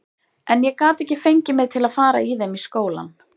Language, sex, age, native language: Icelandic, female, 30-39, Icelandic